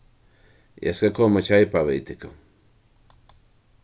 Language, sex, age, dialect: Faroese, male, 61+, Norðurstreymoy/Eysturoy